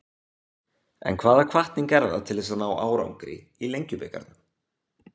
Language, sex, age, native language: Icelandic, male, 20-29, Icelandic